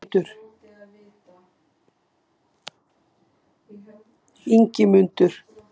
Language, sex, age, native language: Icelandic, female, 60-69, Icelandic